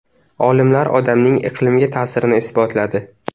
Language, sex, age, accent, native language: Uzbek, male, under 19, Navoiy, Uzbek